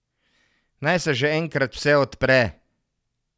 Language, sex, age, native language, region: Slovenian, male, 50-59, Slovenian, Savinja region